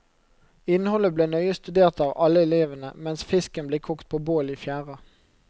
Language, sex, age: Norwegian, male, 29